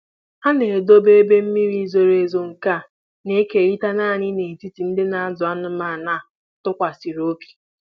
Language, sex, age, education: Igbo, female, 15-29, tertiary